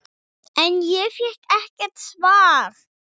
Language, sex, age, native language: Icelandic, female, 6, English